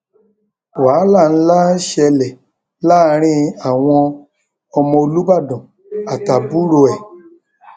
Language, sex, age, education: Yoruba, male, 30-45, tertiary